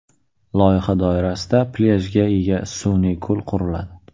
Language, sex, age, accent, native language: Uzbek, male, 18-24, Qashqadaryo, Uzbek